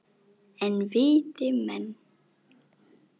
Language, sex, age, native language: Icelandic, female, 10, Icelandic